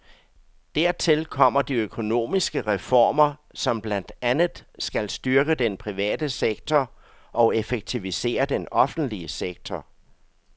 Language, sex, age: Danish, male, 62